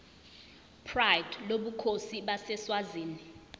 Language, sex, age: Zulu, female, 20